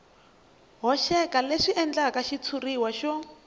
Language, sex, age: Tsonga, female, 21